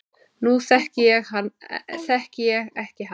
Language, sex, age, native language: Icelandic, male, 9, Icelandic